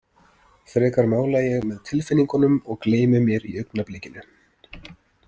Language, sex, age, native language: Icelandic, male, 30-39, Icelandic